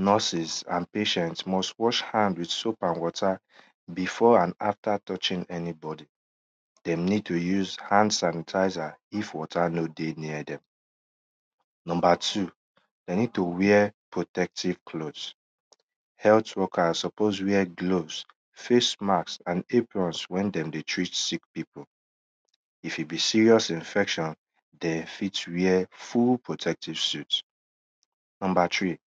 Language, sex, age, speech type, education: Nigerian Pidgin, male, 15-29, spontaneous, tertiary